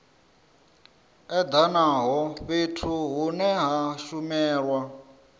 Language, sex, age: Venda, male, 34